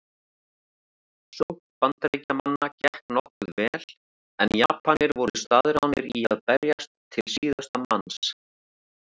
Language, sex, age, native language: Icelandic, male, 40-49, Icelandic